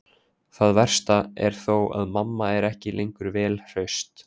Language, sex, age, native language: Icelandic, male, 20-29, Icelandic